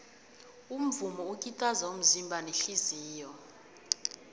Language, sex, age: South Ndebele, female, 18